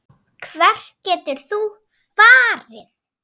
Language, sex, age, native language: Icelandic, female, 7, Icelandic